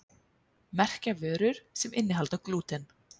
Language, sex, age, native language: Icelandic, female, 30-39, Icelandic